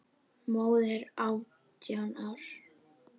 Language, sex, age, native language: Icelandic, female, 10, Icelandic